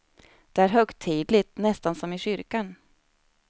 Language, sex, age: Swedish, female, 29